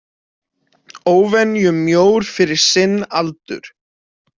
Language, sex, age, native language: Icelandic, male, 20-29, Icelandic